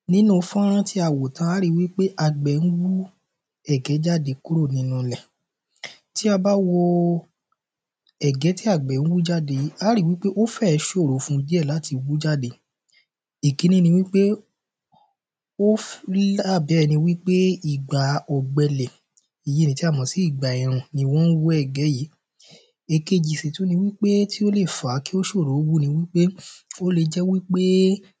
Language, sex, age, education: Yoruba, male, 30-45, primary